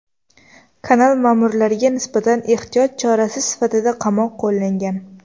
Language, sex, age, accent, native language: Uzbek, female, under 19, Toshkent shahri, Uzbek